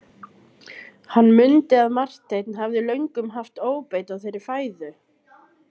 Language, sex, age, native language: Icelandic, female, 30-39, Icelandic